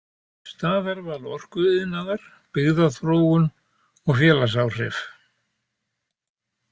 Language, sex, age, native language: Icelandic, male, 70-79, Icelandic